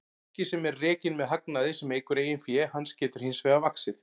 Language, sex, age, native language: Icelandic, male, 40-49, Icelandic